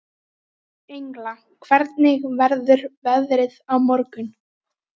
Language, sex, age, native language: Icelandic, female, 12, Icelandic